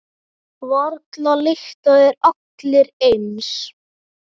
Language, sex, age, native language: Icelandic, male, 9, Icelandic